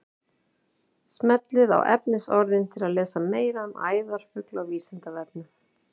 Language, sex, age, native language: Icelandic, female, 40-49, Icelandic